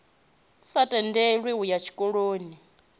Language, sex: Venda, female